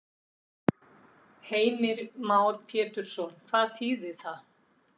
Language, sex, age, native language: Icelandic, female, 60-69, Icelandic